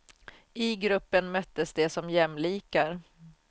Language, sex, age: Swedish, female, 44